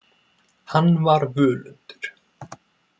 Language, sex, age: Icelandic, male, 20-29